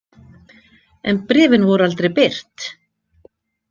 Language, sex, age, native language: Icelandic, female, 50-59, Icelandic